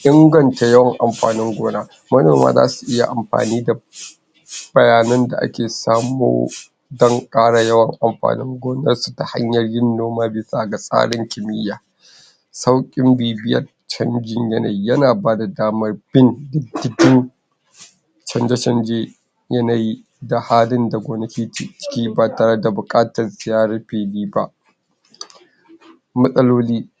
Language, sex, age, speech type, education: Hausa, male, 46-60, spontaneous, tertiary